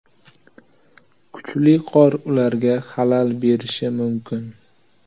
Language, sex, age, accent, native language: Uzbek, male, 18-24, Toshkent viloyati, Uzbek